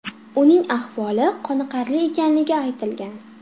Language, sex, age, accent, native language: Uzbek, female, under 19, Farg'ona, Uzbek